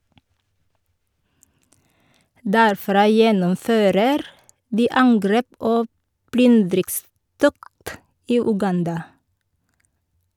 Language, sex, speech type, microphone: Norwegian, female, read, Shure